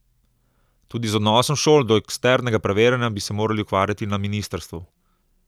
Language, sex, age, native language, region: Slovenian, male, 30-49, Slovenian, Southeast Slovenia